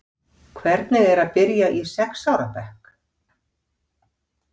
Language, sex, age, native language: Icelandic, female, 50-59, Icelandic